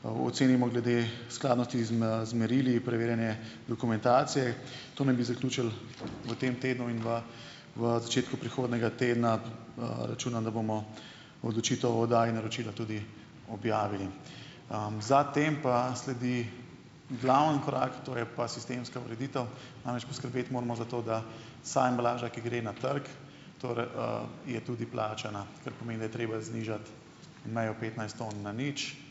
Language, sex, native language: Slovenian, male, Slovenian